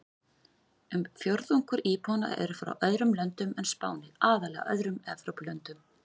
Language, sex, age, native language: Icelandic, female, 40-49, Icelandic